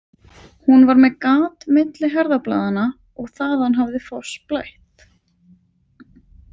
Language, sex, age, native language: Icelandic, female, 20-29, Icelandic